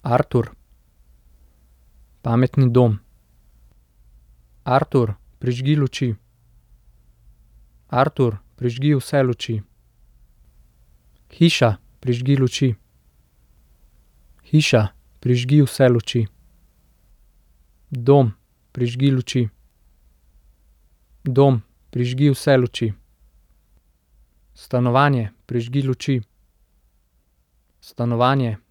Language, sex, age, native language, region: Slovenian, male, 18-29, Slovenian, Central Slovenia